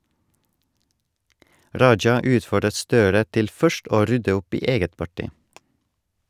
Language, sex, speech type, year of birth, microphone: Norwegian, male, read, 1984, Shure